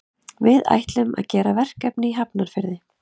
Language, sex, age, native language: Icelandic, female, 30-39, Icelandic